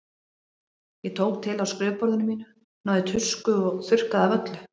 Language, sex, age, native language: Icelandic, female, 40-49, Icelandic